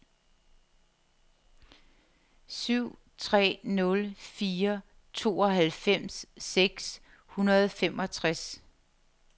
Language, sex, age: Danish, female, 50